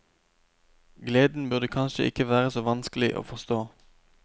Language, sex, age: Norwegian, male, 29